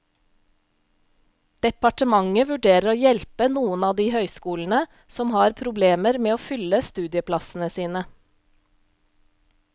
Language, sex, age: Norwegian, female, 35